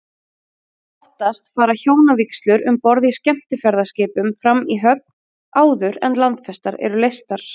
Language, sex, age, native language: Icelandic, female, 30-39, Icelandic